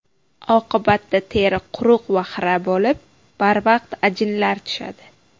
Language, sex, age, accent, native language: Uzbek, female, 19-29, Buxoro, Uzbek